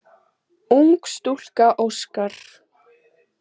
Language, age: Icelandic, 18-19